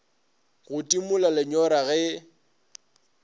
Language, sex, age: Northern Sotho, male, 22